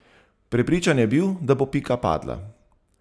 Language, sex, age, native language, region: Slovenian, male, 30-49, Slovenian, Zasavska region